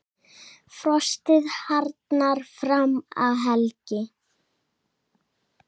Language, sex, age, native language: Icelandic, male, 7, Icelandic